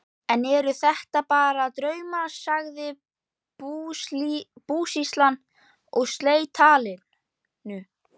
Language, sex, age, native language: Icelandic, male, 11, Icelandic